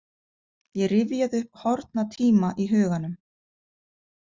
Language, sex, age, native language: Icelandic, female, 50-59, Icelandic